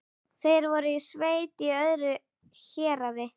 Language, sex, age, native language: Icelandic, female, 11, Icelandic